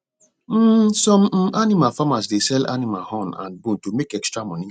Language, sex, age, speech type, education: Nigerian Pidgin, male, 30-45, spontaneous, tertiary